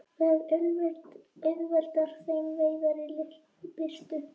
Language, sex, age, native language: Icelandic, female, 21, Icelandic